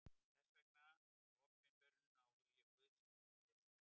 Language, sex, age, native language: Icelandic, male, 60-69, Icelandic